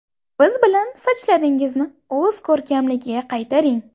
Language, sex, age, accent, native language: Uzbek, female, 18-24, Buxoro, Uzbek